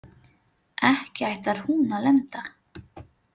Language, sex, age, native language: Icelandic, female, 30-39, Filipino